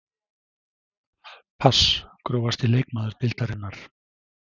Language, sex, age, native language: Icelandic, male, 60-69, Icelandic